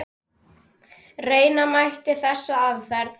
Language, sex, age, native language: Icelandic, male, 10, Icelandic